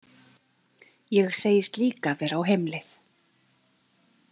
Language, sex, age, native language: Icelandic, female, 30-39, Icelandic